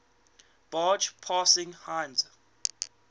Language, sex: English, male